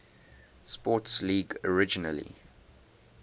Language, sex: English, male